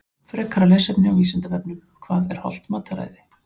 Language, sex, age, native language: Icelandic, female, 40-49, Icelandic